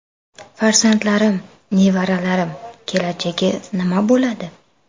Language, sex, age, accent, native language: Uzbek, female, 25-34, Toshkent shahri, Uzbek